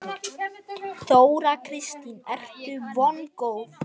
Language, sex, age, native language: Icelandic, male, 9, Icelandic